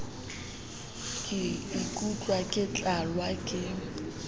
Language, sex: Southern Sotho, female